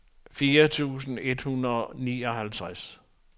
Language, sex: Danish, male